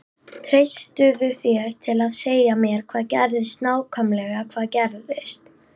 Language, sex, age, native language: Icelandic, female, 18-19, Icelandic